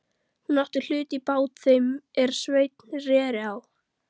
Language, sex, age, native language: Icelandic, female, 13, Icelandic